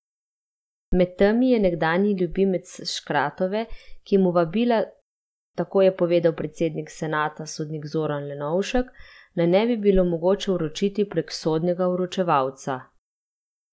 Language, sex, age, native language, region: Slovenian, female, 30-49, Slovenian, Central Slovenia